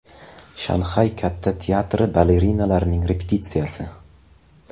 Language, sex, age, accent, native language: Uzbek, male, 18-24, Qashqadaryo, Uzbek